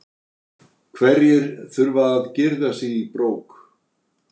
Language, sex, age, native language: Icelandic, male, 60-69, Icelandic